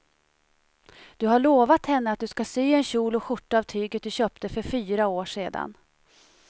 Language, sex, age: Swedish, female, 37